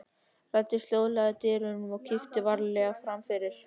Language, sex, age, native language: Icelandic, male, 13, Icelandic